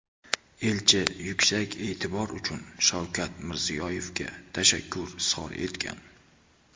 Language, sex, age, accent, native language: Uzbek, male, 19-29, Toshkent viloyati, Uzbek